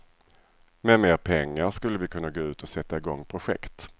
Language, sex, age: Swedish, male, 37